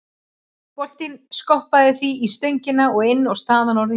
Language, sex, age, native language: Icelandic, female, 40-49, Icelandic